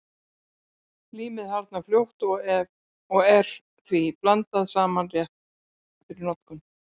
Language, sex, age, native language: Icelandic, female, 60-69, Icelandic